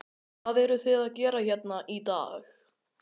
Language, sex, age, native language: Icelandic, male, 13, Icelandic